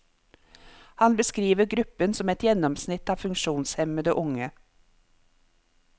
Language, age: Norwegian, 50